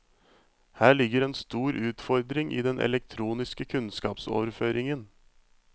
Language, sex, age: Norwegian, male, 35